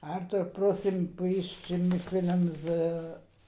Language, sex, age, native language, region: Slovenian, female, 60+, Slovenian, Savinja region